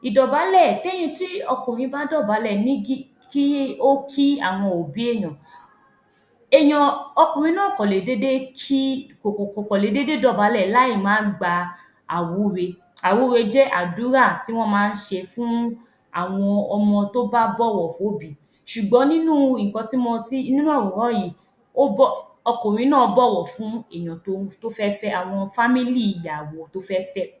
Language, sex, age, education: Yoruba, female, 15-29, tertiary